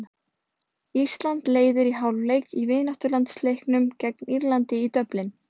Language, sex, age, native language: Icelandic, female, 20-29, Icelandic